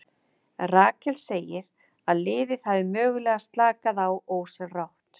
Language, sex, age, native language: Icelandic, female, 50-59, Icelandic